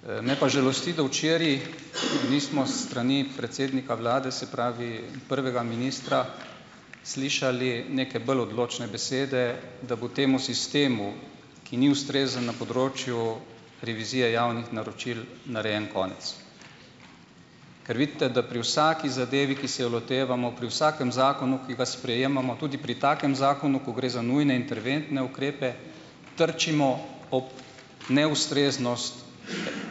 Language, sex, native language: Slovenian, male, Slovenian